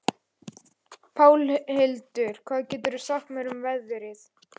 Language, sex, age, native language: Icelandic, male, 11, Icelandic